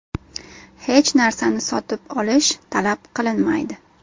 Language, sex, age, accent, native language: Uzbek, female, 18-24, Farg'ona, Uzbek